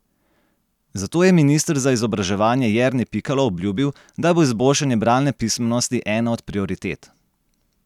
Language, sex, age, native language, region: Slovenian, male, 30-49, Slovenian, Gorenjska region